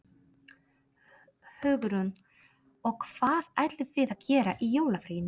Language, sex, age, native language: Icelandic, female, 30-39, Polish